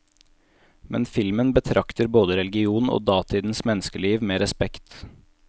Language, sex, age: Norwegian, male, 18